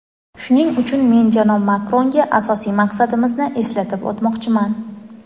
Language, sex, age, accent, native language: Uzbek, female, 18-24, Toshkent shahri, Uzbek